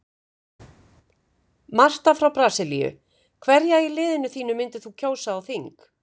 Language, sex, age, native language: Icelandic, female, 50-59, Icelandic